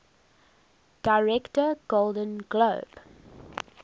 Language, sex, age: English, female, 19